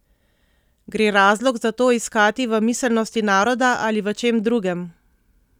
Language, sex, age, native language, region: Slovenian, female, 30-49, Slovenian, Central Slovenia